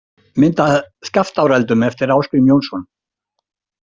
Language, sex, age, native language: Icelandic, male, 60-69, Icelandic